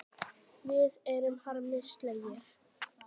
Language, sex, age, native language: Icelandic, female, 9, Icelandic